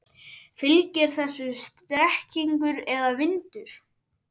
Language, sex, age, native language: Icelandic, male, 11, Icelandic